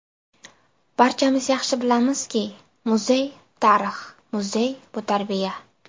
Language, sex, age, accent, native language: Uzbek, female, 19-29, Buxoro, Uzbek